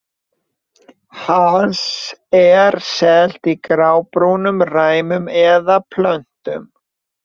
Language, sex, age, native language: Icelandic, male, 20-29, Icelandic